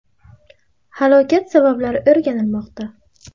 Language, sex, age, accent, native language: Uzbek, female, 25-34, Buxoro, Uzbek